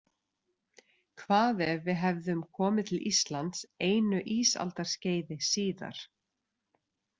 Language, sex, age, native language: Icelandic, female, 30-39, Icelandic